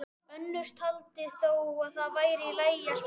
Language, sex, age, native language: Icelandic, male, 12, Icelandic